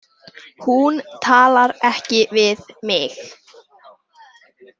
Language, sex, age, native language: Icelandic, male, 18-19, Icelandic